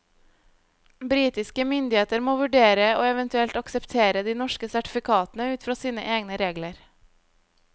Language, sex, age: Norwegian, female, 25